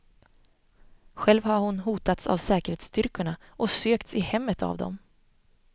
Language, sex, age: Swedish, female, 25